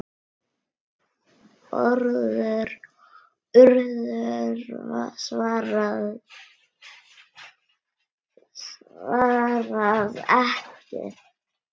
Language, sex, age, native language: Icelandic, female, 9, Icelandic